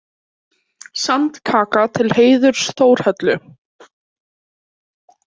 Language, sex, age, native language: Icelandic, female, 18-19, Icelandic